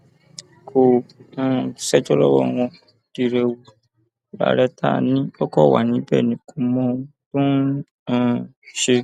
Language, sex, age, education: Yoruba, male, 15-29, tertiary